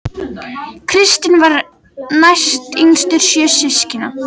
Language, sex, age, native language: Icelandic, female, 18-19, Icelandic